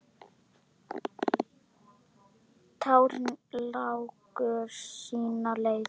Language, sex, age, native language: Icelandic, female, 10, Icelandic